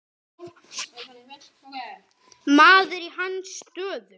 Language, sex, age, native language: Icelandic, male, 9, Icelandic